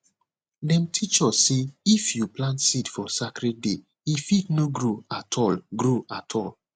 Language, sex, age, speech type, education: Nigerian Pidgin, male, 30-45, spontaneous, tertiary